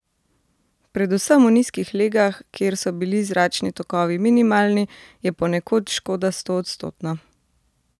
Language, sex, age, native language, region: Slovenian, female, 30-49, Slovenian, Central Slovenia